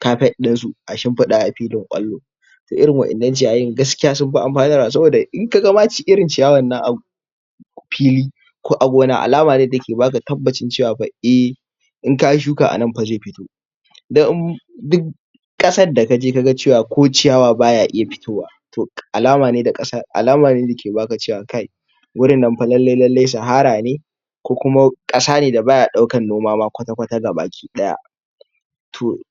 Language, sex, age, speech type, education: Hausa, male, 46-60, spontaneous, tertiary